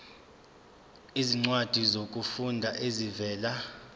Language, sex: Zulu, male